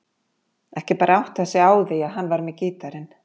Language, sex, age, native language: Icelandic, female, 50-59, Icelandic